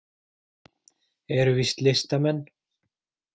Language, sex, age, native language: Icelandic, male, 40-49, Icelandic